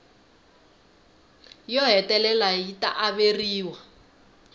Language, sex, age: Tsonga, female, 19